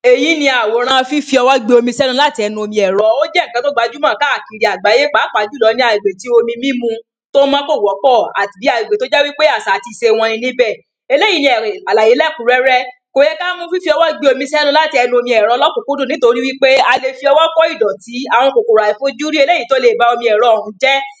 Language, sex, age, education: Yoruba, female, 30-45, primary